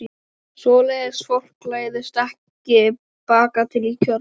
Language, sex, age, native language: Icelandic, male, 12, Icelandic